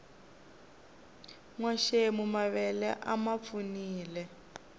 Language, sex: Tsonga, female